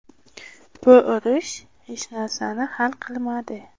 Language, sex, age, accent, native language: Uzbek, female, 18-24, Qashqadaryo, Uzbek